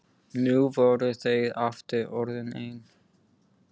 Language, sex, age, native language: Icelandic, male, 15, English